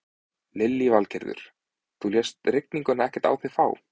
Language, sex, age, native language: Icelandic, male, 20-29, Icelandic